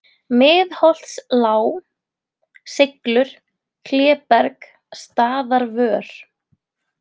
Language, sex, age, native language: Icelandic, female, 20-29, Icelandic